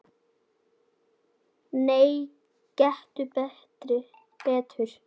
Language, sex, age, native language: Icelandic, female, 9, Icelandic